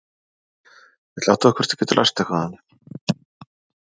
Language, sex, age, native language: Icelandic, male, 40-49, Icelandic